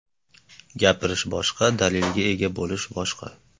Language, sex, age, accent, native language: Uzbek, male, 25-34, Farg'ona, Uzbek